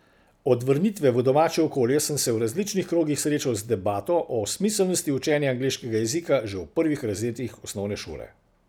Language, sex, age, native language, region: Slovenian, male, 60+, Slovenian, Central Slovenia